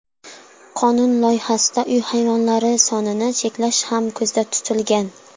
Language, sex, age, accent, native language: Uzbek, female, under 19, Sirdaryo, Uzbek